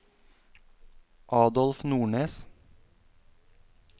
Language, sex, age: Norwegian, male, 32